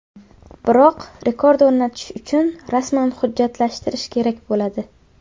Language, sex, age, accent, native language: Uzbek, female, under 19, Qashqadaryo, Uzbek